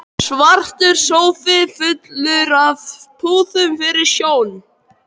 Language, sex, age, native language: Icelandic, male, 12, Icelandic